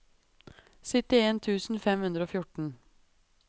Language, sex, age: Norwegian, female, 23